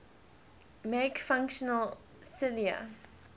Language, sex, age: English, female, 20